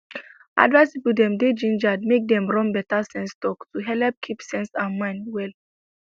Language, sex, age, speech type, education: Nigerian Pidgin, female, 15-29, spontaneous, tertiary